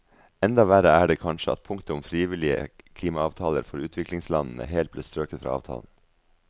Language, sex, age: Norwegian, male, 42